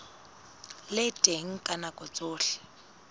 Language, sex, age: Southern Sotho, female, 19